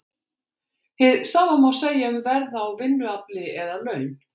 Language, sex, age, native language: Icelandic, female, 60-69, Icelandic